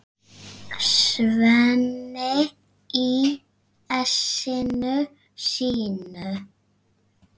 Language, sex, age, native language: Icelandic, female, 6, Icelandic